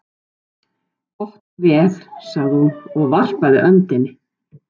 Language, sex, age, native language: Icelandic, male, 12, Icelandic